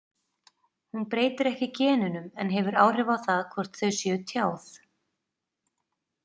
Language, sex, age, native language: Icelandic, female, 30-39, Icelandic